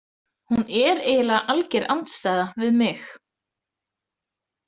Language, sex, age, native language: Icelandic, female, 30-39, Icelandic